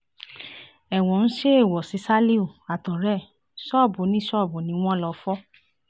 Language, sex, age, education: Yoruba, female, 30-45, tertiary